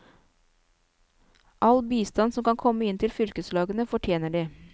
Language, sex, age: Norwegian, female, 29